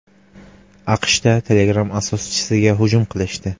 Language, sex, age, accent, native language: Uzbek, male, 18-24, Samarqand, Uzbek